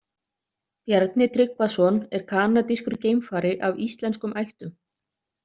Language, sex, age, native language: Icelandic, other, 30-39, Icelandic